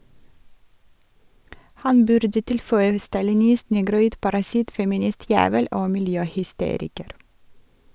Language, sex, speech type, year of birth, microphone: Norwegian, female, read, 1982, Sennheiser